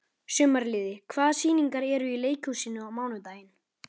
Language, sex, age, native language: Icelandic, male, 13, Icelandic